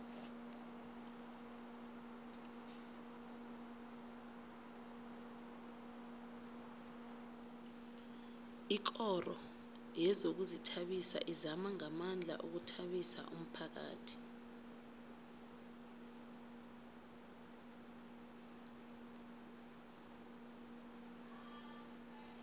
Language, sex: South Ndebele, female